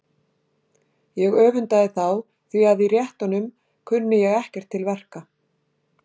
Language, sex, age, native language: Icelandic, female, 60-69, Icelandic